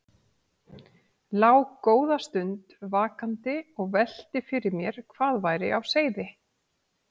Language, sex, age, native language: Icelandic, female, 40-49, Icelandic